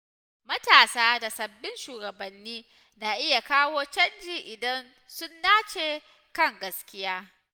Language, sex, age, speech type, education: Hausa, female, 15-29, spontaneous, tertiary